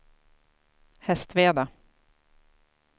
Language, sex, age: Swedish, female, 28